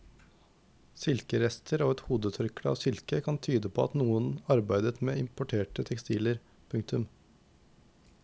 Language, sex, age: Norwegian, male, 19